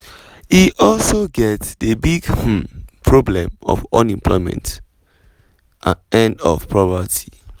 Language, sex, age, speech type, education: Nigerian Pidgin, male, 15-29, spontaneous, tertiary